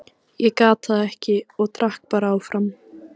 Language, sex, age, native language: Icelandic, female, 14, Icelandic